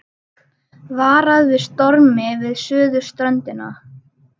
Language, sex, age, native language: Icelandic, male, 30-39, Icelandic